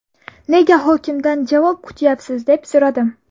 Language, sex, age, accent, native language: Uzbek, female, 18-24, Buxoro, Uzbek